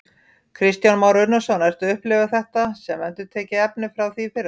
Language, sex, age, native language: Icelandic, female, 40-49, Icelandic